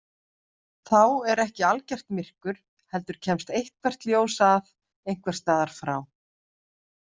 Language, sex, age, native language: Icelandic, female, 50-59, Icelandic